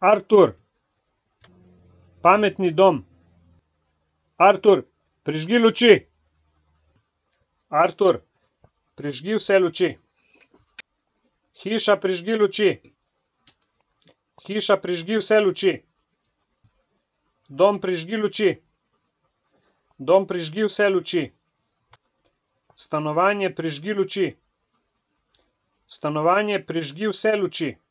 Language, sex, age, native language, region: Slovenian, male, 50-59, Slovenian, Coastal Karst region